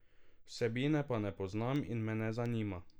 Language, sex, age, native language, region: Slovenian, male, 18-29, Slovenian, Drava region